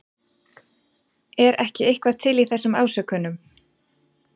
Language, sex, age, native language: Icelandic, female, 40-49, Icelandic